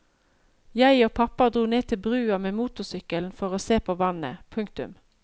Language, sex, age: Norwegian, female, 53